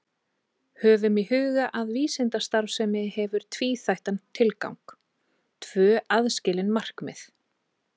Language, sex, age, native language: Icelandic, female, 30-39, Icelandic